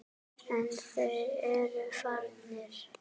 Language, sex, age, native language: Icelandic, female, 9, Icelandic